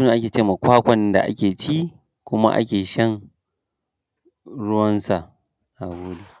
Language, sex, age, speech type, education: Hausa, male, 30-45, spontaneous, primary